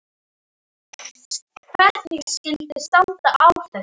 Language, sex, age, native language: Icelandic, female, 10, Icelandic